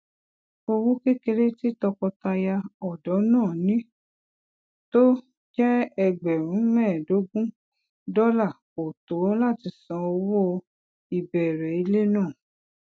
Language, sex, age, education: Yoruba, female, 46-60, tertiary